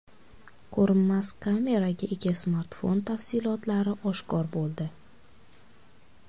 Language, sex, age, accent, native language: Uzbek, female, 19-29, Qashqadaryo, Uzbek